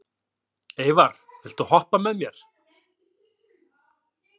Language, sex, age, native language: Icelandic, male, 40-49, Icelandic